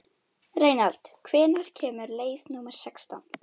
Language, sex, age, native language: Icelandic, female, 11, Icelandic